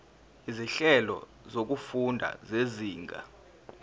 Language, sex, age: Zulu, male, 19